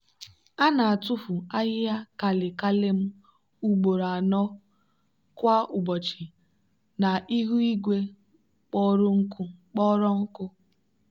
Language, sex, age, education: Igbo, female, 15-29, tertiary